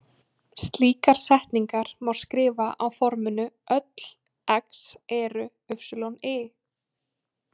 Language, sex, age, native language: Icelandic, female, 20-29, Icelandic